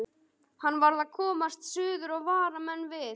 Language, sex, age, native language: Icelandic, male, 12, Icelandic